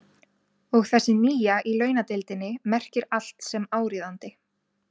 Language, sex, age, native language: Icelandic, female, 20-29, Icelandic